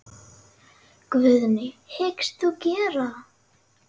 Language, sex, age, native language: Icelandic, female, 9, Icelandic